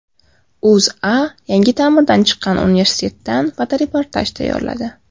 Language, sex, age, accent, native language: Uzbek, female, 18-24, Qashqadaryo, Uzbek